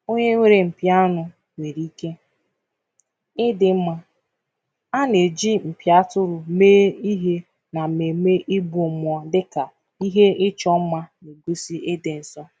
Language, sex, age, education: Igbo, female, 15-29, tertiary